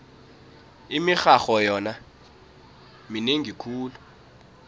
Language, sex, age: South Ndebele, male, 19